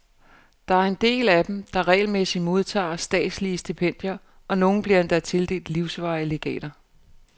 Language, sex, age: Danish, female, 49